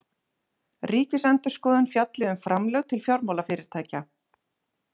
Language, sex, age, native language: Icelandic, female, 40-49, Icelandic